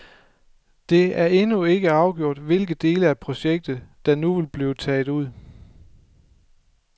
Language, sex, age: Danish, male, 24